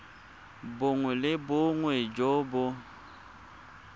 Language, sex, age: Tswana, male, 24